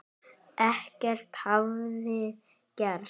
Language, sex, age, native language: Icelandic, male, 10, Icelandic